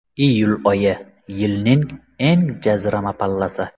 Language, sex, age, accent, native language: Uzbek, male, 25-34, Samarqand, Uzbek